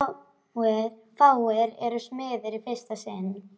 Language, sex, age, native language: Icelandic, female, 12, Icelandic